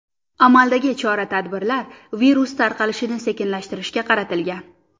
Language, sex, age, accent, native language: Uzbek, female, 19-29, Surxondaryo, Uzbek